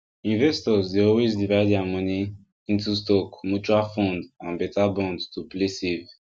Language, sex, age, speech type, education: Nigerian Pidgin, male, 15-29, spontaneous, tertiary